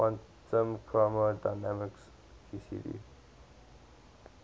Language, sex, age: English, male, 20